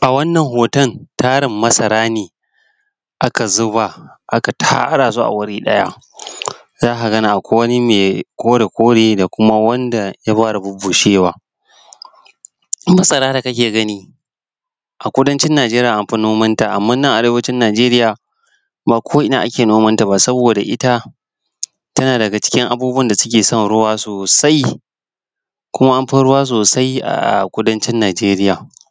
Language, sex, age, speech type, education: Hausa, male, 15-29, spontaneous, tertiary